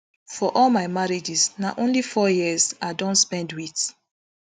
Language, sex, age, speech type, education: Nigerian Pidgin, female, 30-45, spontaneous, tertiary